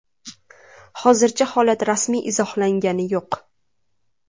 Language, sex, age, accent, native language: Uzbek, female, 19-29, Toshkent shahri, Uzbek